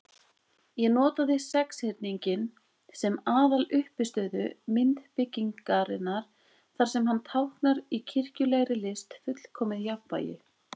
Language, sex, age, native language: Icelandic, female, 20-29, Icelandic